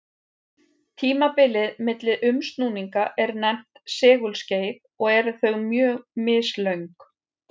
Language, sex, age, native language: Icelandic, female, 50-59, Icelandic